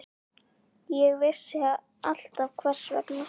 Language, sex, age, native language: Icelandic, female, 9, Icelandic